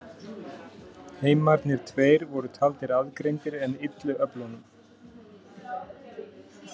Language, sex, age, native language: Icelandic, male, 50-59, Icelandic